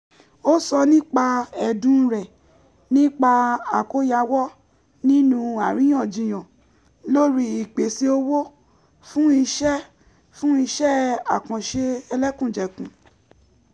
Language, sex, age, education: Yoruba, female, 15-29, tertiary